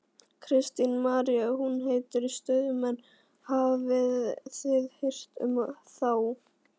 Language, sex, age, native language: Icelandic, female, 11, Icelandic